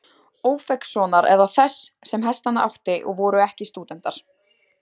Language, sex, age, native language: Icelandic, female, 20-29, Icelandic